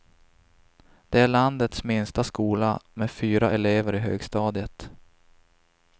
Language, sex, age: Swedish, male, 26